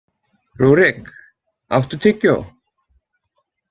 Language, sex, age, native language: Icelandic, male, 20-29, Icelandic